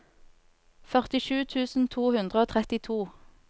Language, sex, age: Norwegian, female, 24